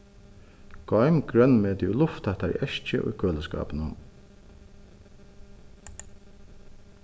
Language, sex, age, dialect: Faroese, male, 36-60, Suðuroy